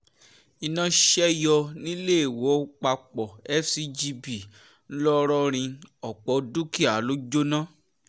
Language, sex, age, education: Yoruba, male, 15-29, tertiary